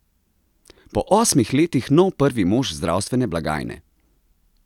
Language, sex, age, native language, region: Slovenian, male, 30-49, Slovenian, Central Slovenia